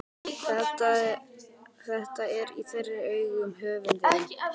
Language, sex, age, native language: Icelandic, male, 12, Icelandic